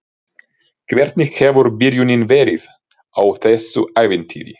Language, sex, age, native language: Icelandic, male, 30-39, Ukrainian